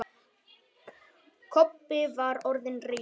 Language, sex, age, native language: Icelandic, male, 10, Vietnamese